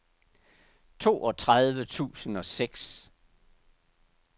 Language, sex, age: Danish, male, 69